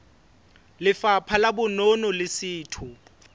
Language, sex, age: Southern Sotho, male, 21